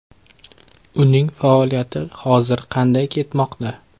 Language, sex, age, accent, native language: Uzbek, male, 25-34, Qashqadaryo, Uzbek